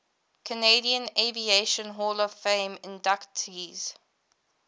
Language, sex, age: English, female, 22